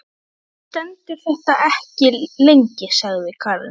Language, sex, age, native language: Icelandic, female, 12, Icelandic